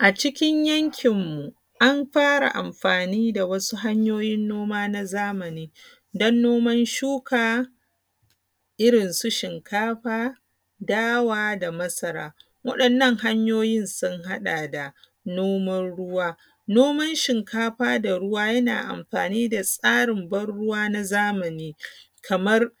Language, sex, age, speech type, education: Hausa, female, 30-45, spontaneous, primary